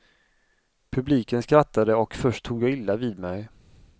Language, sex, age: Swedish, male, 35